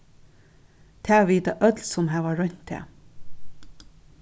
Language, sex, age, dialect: Faroese, female, 36-60, Norðuroyggjar